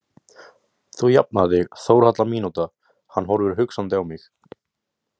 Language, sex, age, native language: Icelandic, male, 18-19, Icelandic